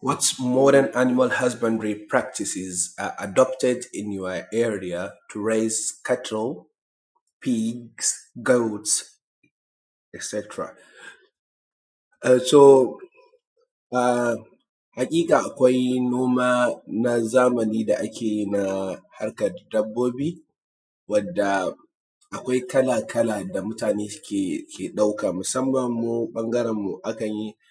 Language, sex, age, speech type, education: Hausa, male, 30-45, spontaneous, tertiary